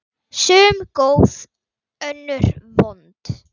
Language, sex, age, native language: Icelandic, female, 9, Icelandic